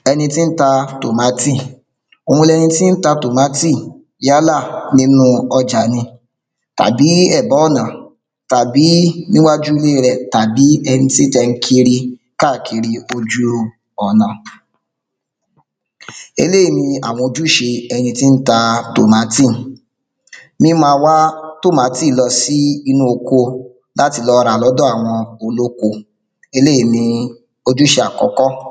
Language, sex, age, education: Yoruba, male, 30-45, secondary